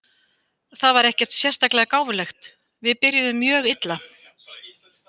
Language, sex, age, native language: Icelandic, female, 50-59, Icelandic